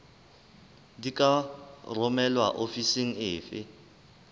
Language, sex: Southern Sotho, male